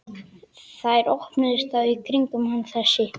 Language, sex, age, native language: Icelandic, male, 11, Icelandic